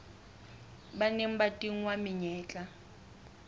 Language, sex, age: Southern Sotho, female, 21